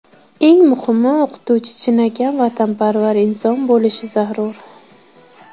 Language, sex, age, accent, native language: Uzbek, female, 18-24, Qashqadaryo, Uzbek